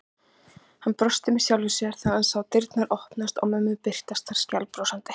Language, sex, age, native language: Icelandic, female, 30-39, Icelandic